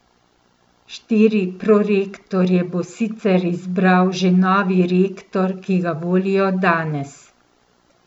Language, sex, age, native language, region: Slovenian, female, 50-59, Slovenian, Central Slovenia